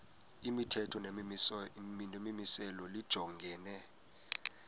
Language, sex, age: Xhosa, male, 18